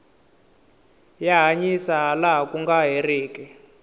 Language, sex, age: Tsonga, male, 22